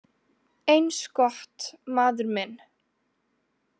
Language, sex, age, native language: Icelandic, female, 20-29, Icelandic